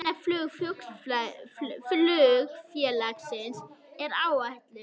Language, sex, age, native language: Icelandic, female, 21, Icelandic